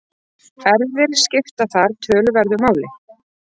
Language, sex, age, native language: Icelandic, female, 30-39, Icelandic